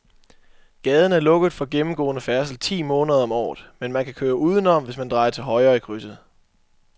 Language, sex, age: Danish, male, 24